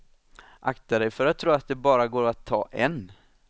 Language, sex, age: Swedish, male, 26